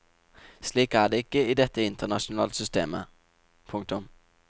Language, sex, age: Norwegian, male, 27